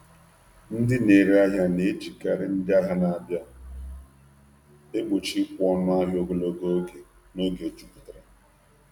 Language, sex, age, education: Igbo, male, 30-45, tertiary